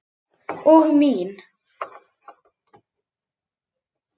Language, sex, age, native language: Icelandic, female, 8, Icelandic